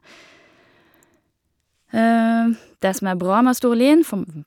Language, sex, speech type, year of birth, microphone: Norwegian, female, spontaneous, 1969, Shure